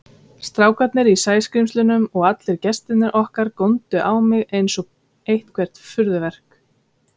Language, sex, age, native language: Icelandic, female, 30-39, Icelandic